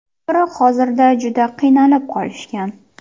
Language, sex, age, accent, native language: Uzbek, female, 19-29, Qashqadaryo, Uzbek